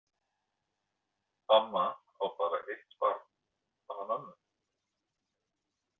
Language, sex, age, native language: Icelandic, male, 20-29, Icelandic